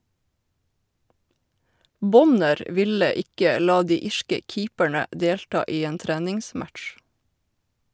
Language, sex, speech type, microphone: Norwegian, female, read, Shure